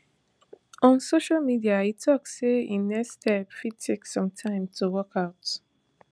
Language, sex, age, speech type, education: Nigerian Pidgin, female, 15-29, spontaneous, tertiary